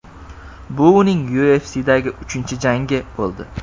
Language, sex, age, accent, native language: Uzbek, male, 18-24, Jizzax, Uzbek